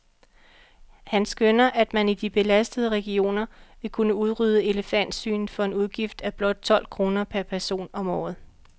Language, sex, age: Danish, female, 45